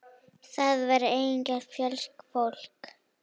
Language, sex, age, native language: Icelandic, female, 9, Icelandic